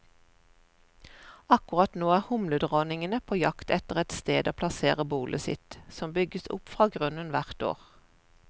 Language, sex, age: Norwegian, female, 41